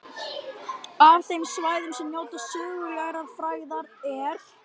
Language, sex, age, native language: Icelandic, male, 12, Icelandic